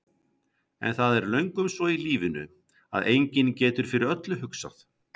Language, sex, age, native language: Icelandic, male, 50-59, Icelandic